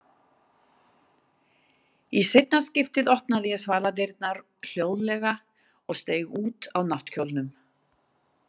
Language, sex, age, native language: Icelandic, female, 60-69, Icelandic